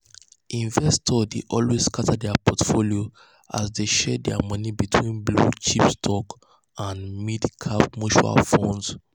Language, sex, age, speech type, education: Nigerian Pidgin, male, 15-29, spontaneous, tertiary